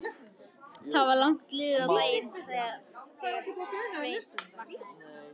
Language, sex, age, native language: Icelandic, male, 13, Icelandic